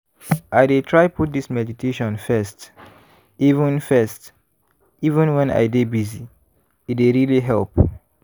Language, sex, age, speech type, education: Nigerian Pidgin, male, 15-29, spontaneous, tertiary